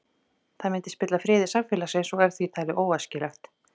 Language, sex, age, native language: Icelandic, female, 40-49, Icelandic